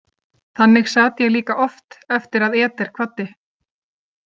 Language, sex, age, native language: Icelandic, female, 30-39, Icelandic